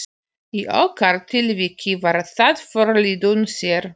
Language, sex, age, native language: Icelandic, female, 40-49, Polish